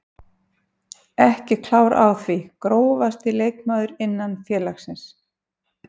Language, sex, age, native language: Icelandic, female, 50-59, Icelandic